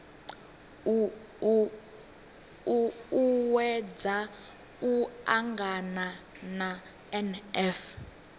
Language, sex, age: Venda, female, 18